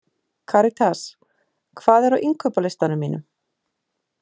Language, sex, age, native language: Icelandic, female, 50-59, Icelandic